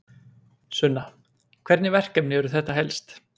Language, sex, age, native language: Icelandic, male, 20-29, Icelandic